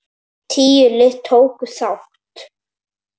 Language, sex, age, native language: Icelandic, male, 7, Icelandic